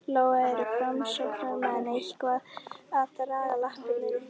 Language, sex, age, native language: Icelandic, female, 11, Icelandic